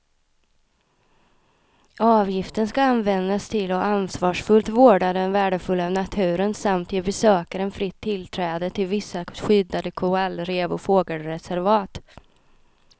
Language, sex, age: Swedish, female, 26